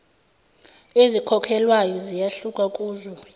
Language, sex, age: Zulu, female, 24